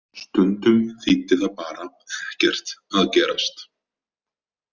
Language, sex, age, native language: Icelandic, male, 30-39, Icelandic